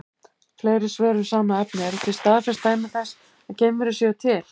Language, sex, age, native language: Icelandic, female, 70-79, Icelandic